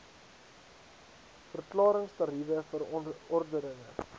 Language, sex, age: Afrikaans, male, 19